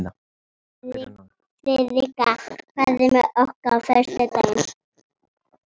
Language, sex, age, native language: Icelandic, male, 30-39, Icelandic